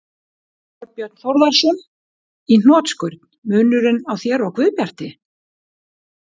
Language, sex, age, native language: Icelandic, female, 60-69, Icelandic